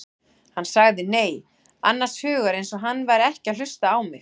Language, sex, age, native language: Icelandic, female, 40-49, Icelandic